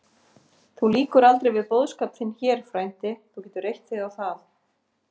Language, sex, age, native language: Icelandic, female, 50-59, Icelandic